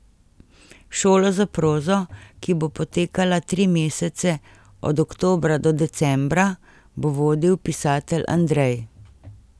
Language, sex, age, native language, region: Slovenian, female, 50-59, Slovenian, Central Slovenia